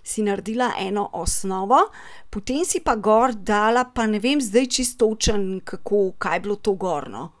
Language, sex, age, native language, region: Slovenian, female, 30-49, Slovenian, Central Slovenia